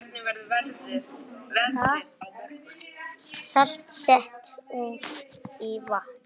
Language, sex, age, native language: Icelandic, male, 9, Icelandic